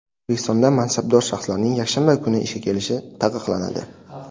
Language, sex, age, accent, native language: Uzbek, male, 18-24, Sirdaryo, Uzbek